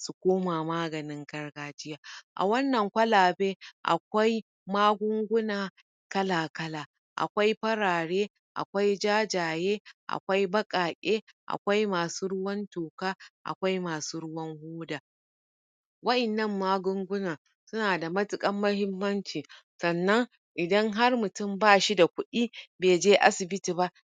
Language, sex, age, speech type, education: Hausa, female, 30-45, spontaneous, tertiary